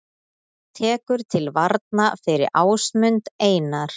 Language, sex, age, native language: Icelandic, female, 30-39, Icelandic